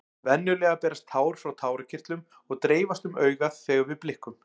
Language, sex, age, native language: Icelandic, male, 40-49, Icelandic